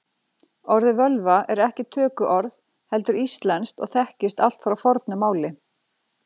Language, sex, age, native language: Icelandic, female, 40-49, Icelandic